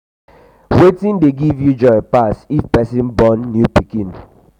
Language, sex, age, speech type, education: Nigerian Pidgin, male, 15-29, spontaneous, tertiary